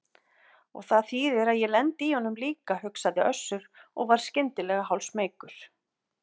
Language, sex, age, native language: Icelandic, female, 50-59, Icelandic